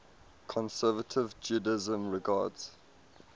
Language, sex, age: English, male, 22